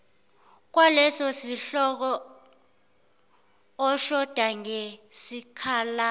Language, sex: Zulu, female